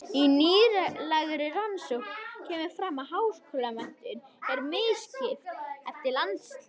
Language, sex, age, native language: Icelandic, female, 21, Icelandic